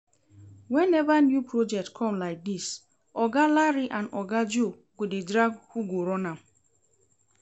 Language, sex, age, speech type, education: Nigerian Pidgin, female, 30-45, read, secondary